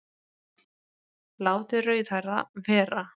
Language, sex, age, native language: Icelandic, female, 20-29, Icelandic